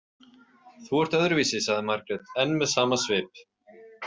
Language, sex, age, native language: Icelandic, male, 30-39, Icelandic